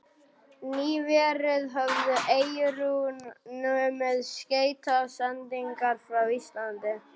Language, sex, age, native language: Icelandic, male, 40-49, German